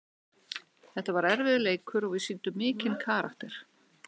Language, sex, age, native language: Icelandic, male, 60-69, Icelandic